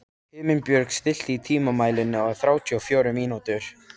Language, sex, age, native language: Icelandic, male, 13, Icelandic